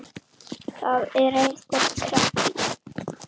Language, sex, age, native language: Icelandic, male, 7, Icelandic